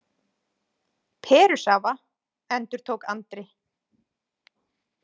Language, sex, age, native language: Icelandic, female, 20-29, Icelandic